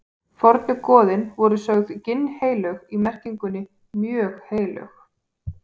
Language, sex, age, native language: Icelandic, female, 18-19, Icelandic